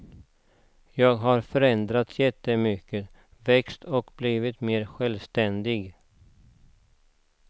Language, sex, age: Swedish, male, 49